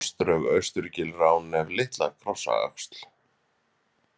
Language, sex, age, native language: Icelandic, male, 30-39, Icelandic